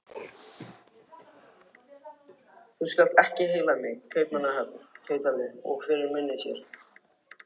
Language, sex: Icelandic, other